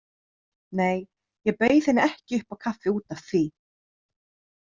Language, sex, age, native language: Icelandic, female, 30-39, Icelandic